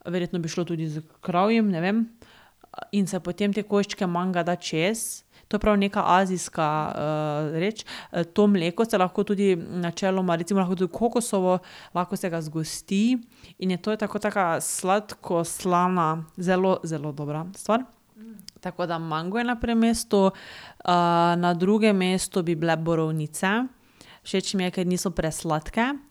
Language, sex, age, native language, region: Slovenian, female, 18-29, Slovenian, Drava region